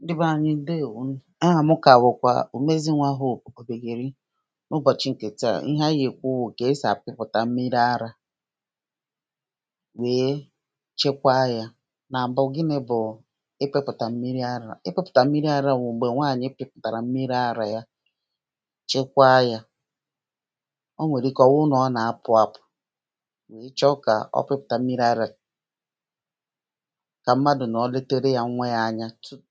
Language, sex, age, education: Igbo, female, 30-45, primary